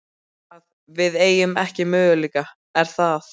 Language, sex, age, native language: Icelandic, male, 12, Icelandic